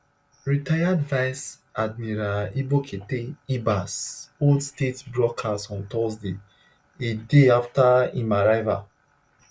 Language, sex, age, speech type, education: Nigerian Pidgin, male, 30-45, spontaneous, tertiary